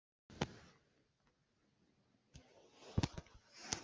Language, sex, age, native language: Icelandic, female, 14, Icelandic